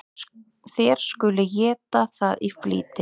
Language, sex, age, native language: Icelandic, female, 30-39, Icelandic